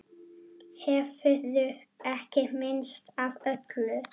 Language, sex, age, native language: Icelandic, female, 9, Icelandic